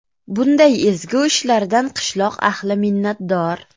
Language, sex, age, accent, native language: Uzbek, female, 25-34, Farg'ona, Uzbek